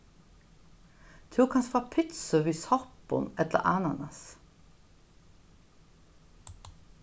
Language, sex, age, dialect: Faroese, female, 61+, Norðurstreymoy/Eysturoy